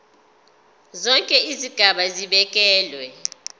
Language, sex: Zulu, female